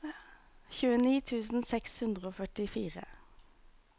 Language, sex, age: Norwegian, female, 26